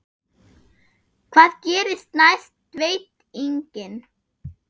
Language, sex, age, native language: Icelandic, female, 10, German